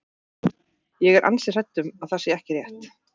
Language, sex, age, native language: Icelandic, female, 40-49, Icelandic